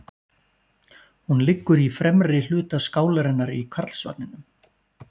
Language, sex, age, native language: Icelandic, male, 40-49, Icelandic